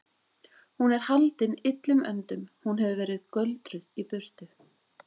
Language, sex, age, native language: Icelandic, female, 20-29, Icelandic